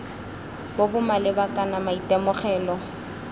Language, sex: Tswana, female